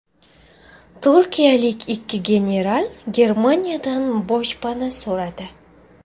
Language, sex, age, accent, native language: Uzbek, female, 18-24, Farg'ona, Uzbek